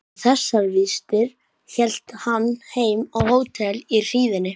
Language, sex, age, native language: Icelandic, male, 12, Icelandic